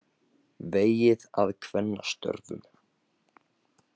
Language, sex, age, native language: Icelandic, male, 18-19, Icelandic